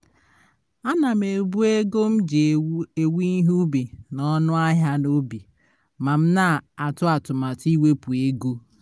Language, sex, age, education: Igbo, female, 30-45, tertiary